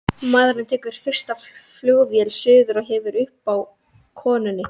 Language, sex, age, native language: Icelandic, female, 13, Icelandic